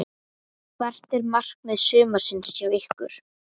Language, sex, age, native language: Icelandic, female, 11, Icelandic